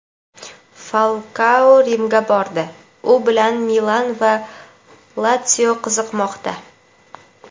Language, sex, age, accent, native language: Uzbek, female, 18-24, Toshkent viloyati, Uzbek